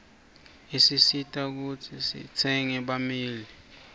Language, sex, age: Swati, male, 24